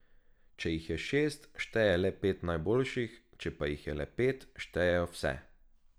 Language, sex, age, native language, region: Slovenian, male, 18-29, Slovenian, Drava region